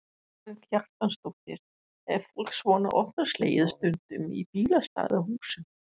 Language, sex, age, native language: Icelandic, female, 60-69, Danish